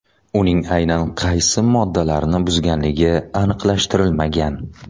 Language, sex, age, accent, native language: Uzbek, male, 30-39, Toshkent shahri, Uzbek